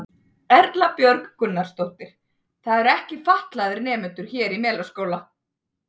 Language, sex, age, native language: Icelandic, female, 30-39, Icelandic